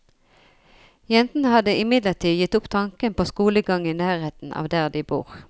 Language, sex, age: Norwegian, female, 40